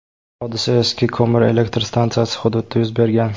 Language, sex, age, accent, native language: Uzbek, male, 18-24, Toshkent viloyati, Uzbek